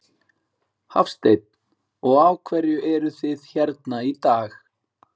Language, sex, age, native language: Icelandic, male, 40-49, Icelandic